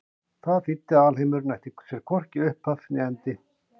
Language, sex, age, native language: Icelandic, male, 50-59, Icelandic